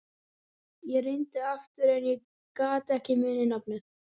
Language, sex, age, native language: Icelandic, male, 11, Icelandic